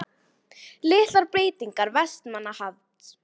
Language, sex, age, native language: Icelandic, female, 18-19, Icelandic